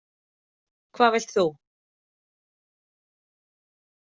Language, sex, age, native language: Icelandic, female, 30-39, Icelandic